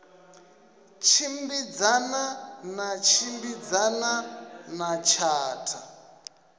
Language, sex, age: Venda, male, 27